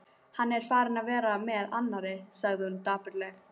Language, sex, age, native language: Icelandic, female, 12, Icelandic